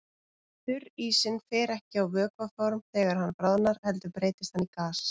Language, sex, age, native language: Icelandic, female, 30-39, Icelandic